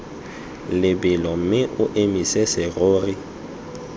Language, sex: Tswana, male